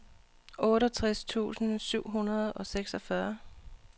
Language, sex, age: Danish, female, 39